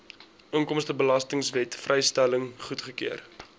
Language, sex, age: Afrikaans, male, 20